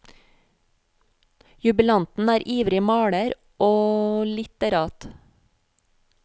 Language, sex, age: Norwegian, female, 40